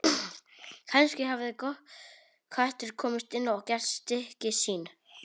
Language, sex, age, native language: Icelandic, male, 18-19, Polish